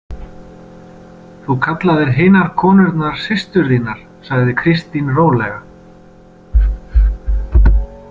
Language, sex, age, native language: Icelandic, male, 30-39, Icelandic